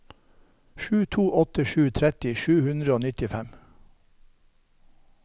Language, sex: Norwegian, male